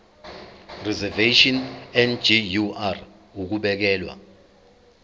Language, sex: Zulu, male